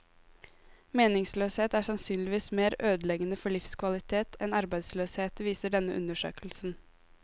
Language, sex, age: Norwegian, female, 18